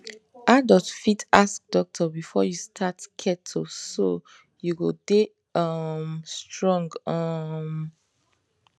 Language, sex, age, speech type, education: Nigerian Pidgin, female, 15-29, spontaneous, tertiary